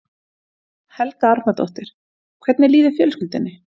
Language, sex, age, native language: Icelandic, female, 30-39, Icelandic